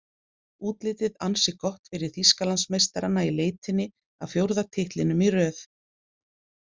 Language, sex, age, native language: Icelandic, female, 40-49, Icelandic